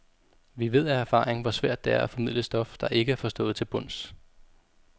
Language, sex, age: Danish, male, 32